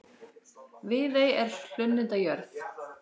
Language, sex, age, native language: Icelandic, female, 60-69, Icelandic